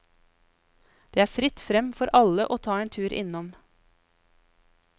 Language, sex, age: Norwegian, female, 33